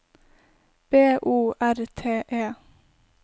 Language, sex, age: Norwegian, female, 20